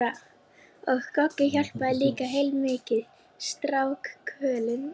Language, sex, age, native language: Icelandic, female, 11, Icelandic